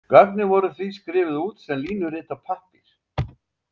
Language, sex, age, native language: Icelandic, male, 70-79, Icelandic